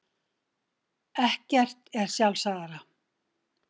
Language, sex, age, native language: Icelandic, female, 60-69, Icelandic